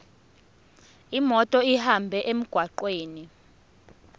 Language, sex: Zulu, female